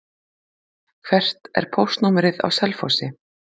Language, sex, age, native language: Icelandic, female, 40-49, Icelandic